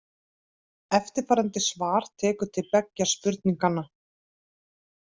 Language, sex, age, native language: Icelandic, female, 30-39, Icelandic